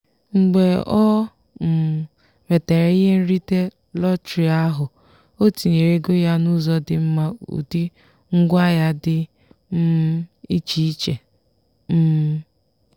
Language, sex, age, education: Igbo, female, 15-29, tertiary